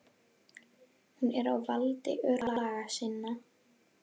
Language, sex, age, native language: Icelandic, female, 11, Icelandic